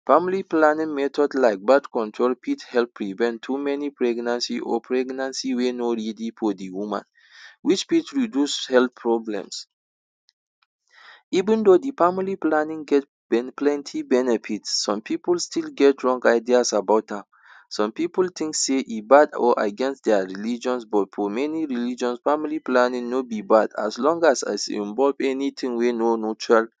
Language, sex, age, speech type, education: Nigerian Pidgin, male, 46-60, spontaneous, tertiary